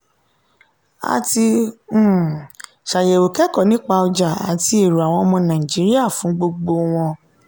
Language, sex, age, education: Yoruba, female, 30-45, tertiary